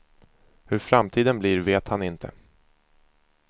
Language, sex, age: Swedish, male, 24